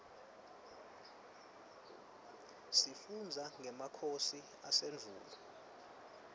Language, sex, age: Swati, male, 23